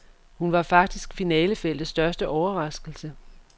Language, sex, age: Danish, female, 44